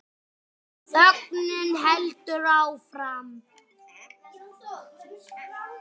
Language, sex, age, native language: Icelandic, male, 6, Icelandic